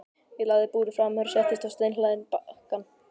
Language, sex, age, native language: Icelandic, male, 12, Icelandic